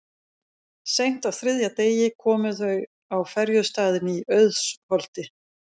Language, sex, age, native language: Icelandic, female, 50-59, Danish